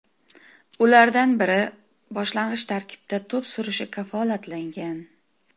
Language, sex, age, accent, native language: Uzbek, female, 40-49, Toshkent viloyati, Uzbek